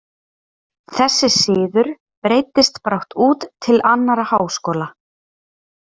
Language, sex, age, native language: Icelandic, female, 30-39, Icelandic